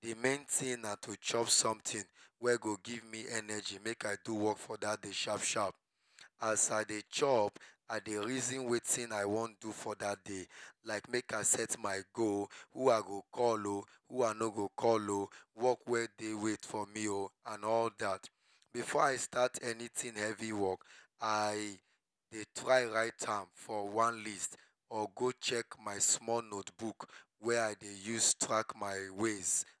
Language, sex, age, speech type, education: Nigerian Pidgin, male, 30-45, spontaneous, tertiary